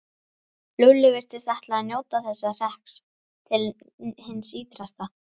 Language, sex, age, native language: Icelandic, female, 11, Icelandic